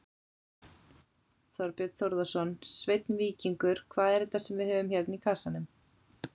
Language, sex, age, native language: Icelandic, female, 40-49, Icelandic